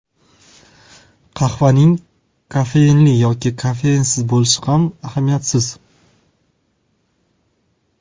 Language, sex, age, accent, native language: Uzbek, male, 25-34, Toshkent viloyati, Kazakh